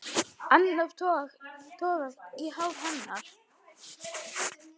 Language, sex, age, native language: Icelandic, male, 9, Icelandic